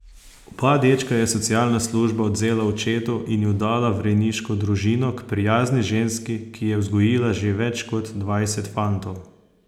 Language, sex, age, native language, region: Slovenian, male, 30-49, Slovenian, Posavska region